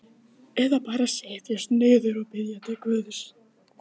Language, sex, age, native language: Icelandic, female, 15, Icelandic